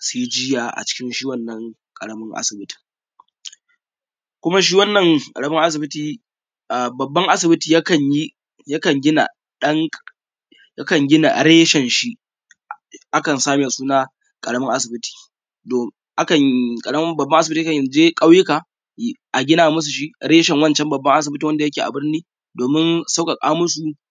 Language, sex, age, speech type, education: Hausa, male, 15-29, spontaneous, tertiary